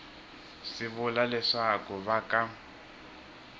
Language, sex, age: Tsonga, male, 21